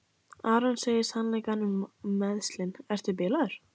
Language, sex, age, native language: Icelandic, female, 15, Icelandic